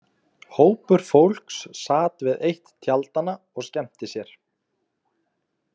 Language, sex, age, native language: Icelandic, male, 20-29, Icelandic